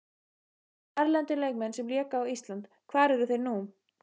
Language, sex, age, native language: Icelandic, female, 15, Icelandic